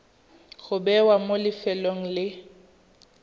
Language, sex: Tswana, female